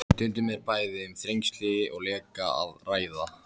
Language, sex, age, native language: Icelandic, male, 14, Icelandic